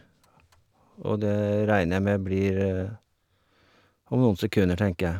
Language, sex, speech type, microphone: Norwegian, male, spontaneous, Shure